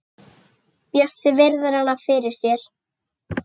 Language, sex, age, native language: Icelandic, female, 6, Icelandic